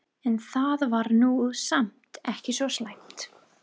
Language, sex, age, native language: Icelandic, female, 30-39, English